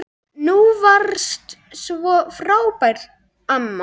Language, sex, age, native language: Icelandic, male, 7, Icelandic